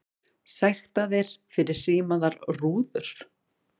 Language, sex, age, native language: Icelandic, female, 40-49, Icelandic